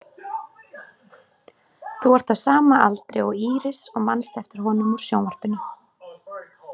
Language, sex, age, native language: Icelandic, female, 20-29, Icelandic